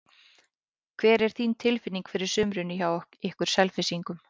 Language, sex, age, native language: Icelandic, female, 18-19, Icelandic